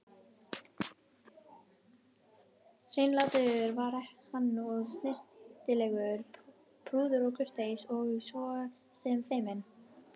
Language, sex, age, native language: Icelandic, female, 18-19, Icelandic